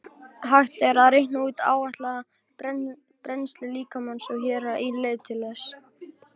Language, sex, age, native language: Icelandic, male, 18-19, Icelandic